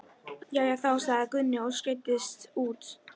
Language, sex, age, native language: Icelandic, female, 12, Icelandic